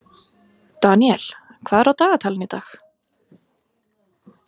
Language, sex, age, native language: Icelandic, female, 20-29, Icelandic